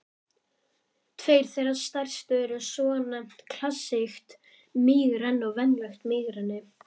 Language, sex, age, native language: Icelandic, male, 11, Icelandic